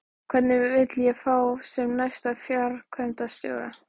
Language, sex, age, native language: Icelandic, female, 13, Icelandic